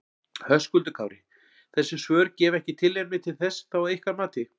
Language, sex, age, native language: Icelandic, male, 40-49, Icelandic